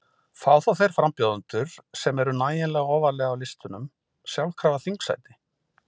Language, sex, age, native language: Icelandic, male, 40-49, Icelandic